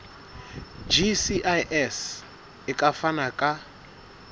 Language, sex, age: Southern Sotho, male, 22